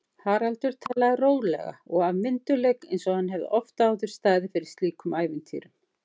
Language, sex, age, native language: Icelandic, female, 50-59, Icelandic